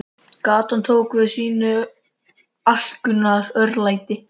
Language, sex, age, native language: Icelandic, male, 13, Icelandic